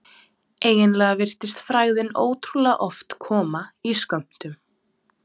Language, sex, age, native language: Icelandic, female, 20-29, Serbo-Croatian